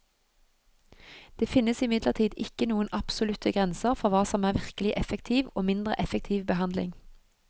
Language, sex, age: Norwegian, female, 31